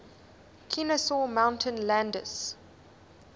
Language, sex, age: English, female, 20